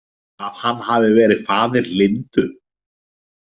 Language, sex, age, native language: Icelandic, male, 20-29, Icelandic